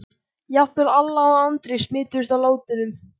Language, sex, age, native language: Icelandic, male, 14, Icelandic